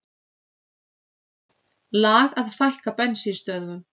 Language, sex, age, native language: Icelandic, female, 30-39, Icelandic